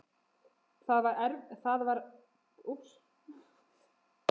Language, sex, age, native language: Icelandic, female, 20-29, Icelandic